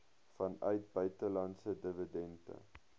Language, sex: Afrikaans, male